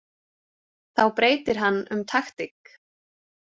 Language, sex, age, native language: Icelandic, female, 40-49, Icelandic